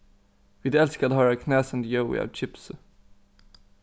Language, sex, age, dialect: Faroese, male, 15-35, Norðuroyggjar